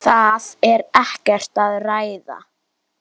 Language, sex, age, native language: Icelandic, female, 10, Icelandic